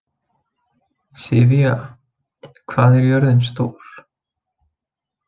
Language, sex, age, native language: Icelandic, male, 20-29, Icelandic